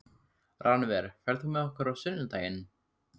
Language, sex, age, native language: Icelandic, male, 15, Icelandic